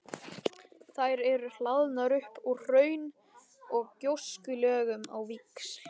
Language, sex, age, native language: Icelandic, male, 13, Icelandic